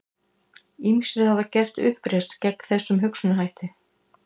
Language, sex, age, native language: Icelandic, female, 60-69, Icelandic